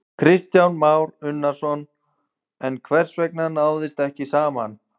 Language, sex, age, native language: Icelandic, male, 20-29, Icelandic